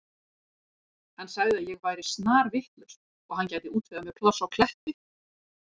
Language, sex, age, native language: Icelandic, female, 40-49, Icelandic